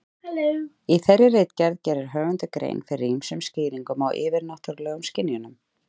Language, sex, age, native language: Icelandic, female, 30-39, Icelandic